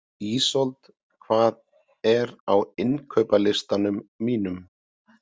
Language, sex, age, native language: Icelandic, male, 30-39, Icelandic